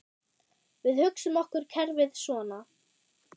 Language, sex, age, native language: Icelandic, female, 10, German